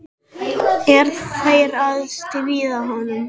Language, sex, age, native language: Icelandic, male, 6, Icelandic